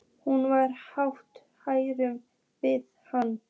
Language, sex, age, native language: Icelandic, female, 14, Icelandic